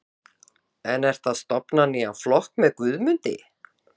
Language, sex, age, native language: Icelandic, female, 50-59, Icelandic